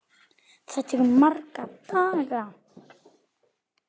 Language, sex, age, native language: Icelandic, male, 8, Icelandic